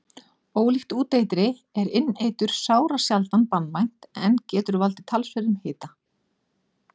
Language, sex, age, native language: Icelandic, female, 40-49, Icelandic